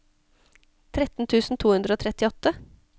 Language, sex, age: Norwegian, female, 34